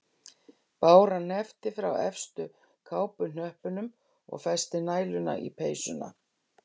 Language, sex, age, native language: Icelandic, female, 60-69, Icelandic